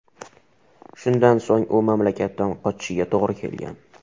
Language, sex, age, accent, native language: Uzbek, male, 12-17, Qoraqalpog'iston, Uzbek